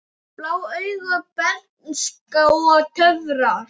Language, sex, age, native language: Icelandic, male, 9, Icelandic